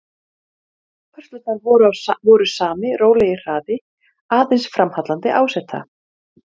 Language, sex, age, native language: Icelandic, female, 40-49, Icelandic